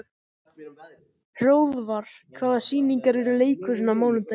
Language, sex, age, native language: Icelandic, male, 14, Icelandic